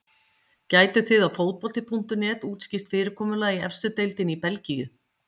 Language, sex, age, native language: Icelandic, female, 50-59, Icelandic